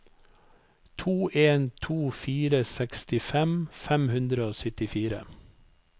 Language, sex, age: Norwegian, male, 55